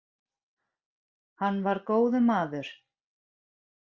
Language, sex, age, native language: Icelandic, female, 40-49, Icelandic